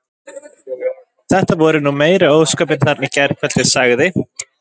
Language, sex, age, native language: Icelandic, male, 20-29, Icelandic